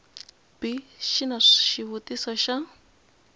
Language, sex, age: Tsonga, female, 20